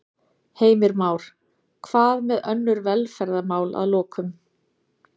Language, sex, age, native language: Icelandic, female, 30-39, Icelandic